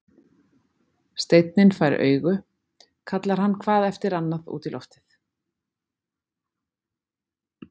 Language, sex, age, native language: Icelandic, female, 40-49, Icelandic